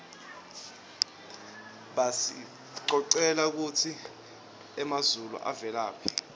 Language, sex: Swati, male